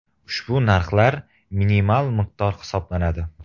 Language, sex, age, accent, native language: Uzbek, male, 18-24, Qoraqalpog'iston, Uzbek